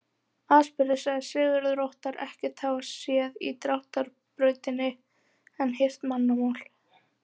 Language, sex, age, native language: Icelandic, female, 18-19, Icelandic